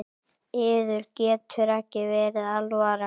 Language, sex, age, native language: Icelandic, male, 8, Icelandic